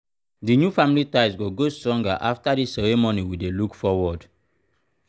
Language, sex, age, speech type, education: Nigerian Pidgin, male, 30-45, spontaneous, tertiary